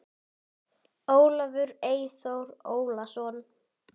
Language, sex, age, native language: Icelandic, female, 10, Icelandic